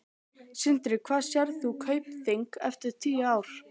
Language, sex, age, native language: Icelandic, female, 12, Icelandic